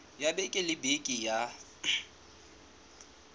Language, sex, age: Southern Sotho, male, 18